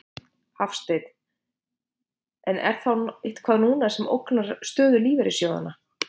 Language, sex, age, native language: Icelandic, female, 50-59, Icelandic